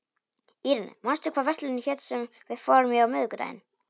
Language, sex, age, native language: Icelandic, male, 18-19, Polish